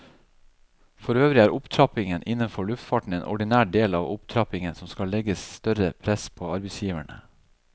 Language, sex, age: Norwegian, male, 37